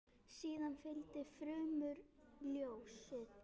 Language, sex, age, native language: Icelandic, female, 8, Icelandic